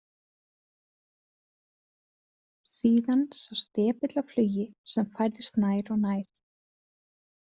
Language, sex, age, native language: Icelandic, female, 30-39, Icelandic